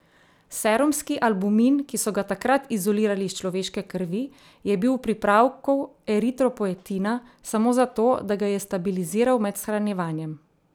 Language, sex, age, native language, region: Slovenian, female, 30-49, Slovenian, Central Slovenia